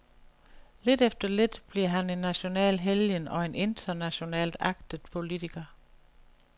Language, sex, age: Danish, female, 61